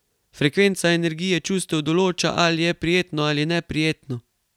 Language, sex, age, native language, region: Slovenian, male, 18-29, Slovenian, Carinthia region